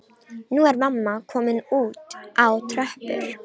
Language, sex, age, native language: Icelandic, female, 18-19, Romanian